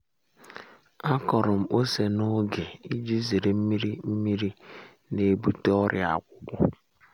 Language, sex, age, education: Igbo, male, 15-29, secondary